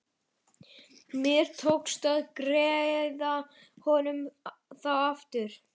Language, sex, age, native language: Icelandic, male, 11, Icelandic